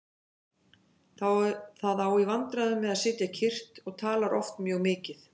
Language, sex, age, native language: Icelandic, female, 50-59, Icelandic